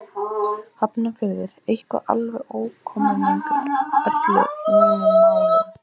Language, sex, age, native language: Icelandic, female, 13, Icelandic